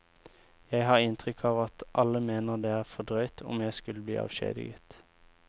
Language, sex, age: Norwegian, male, 24